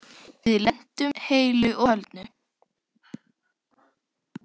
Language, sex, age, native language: Icelandic, female, 9, Icelandic